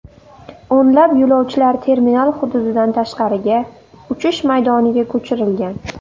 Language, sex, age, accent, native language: Uzbek, female, under 19, Navoiy, Uzbek